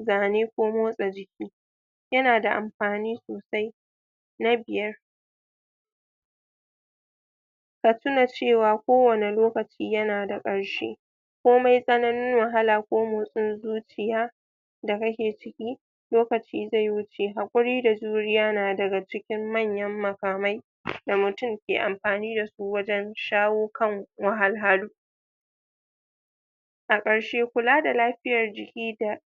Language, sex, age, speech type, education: Hausa, female, 30-45, spontaneous, tertiary